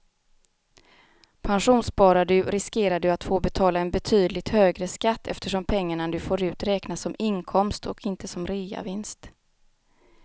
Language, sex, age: Swedish, female, 36